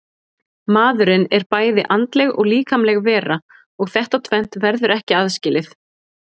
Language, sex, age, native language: Icelandic, female, 20-29, Icelandic